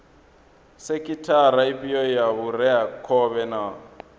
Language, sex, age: Venda, male, 22